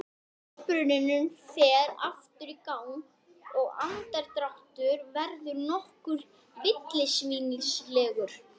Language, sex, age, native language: Icelandic, female, 11, Icelandic